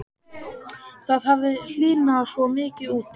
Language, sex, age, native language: Icelandic, male, 12, Icelandic